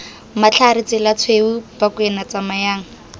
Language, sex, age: Tswana, female, 19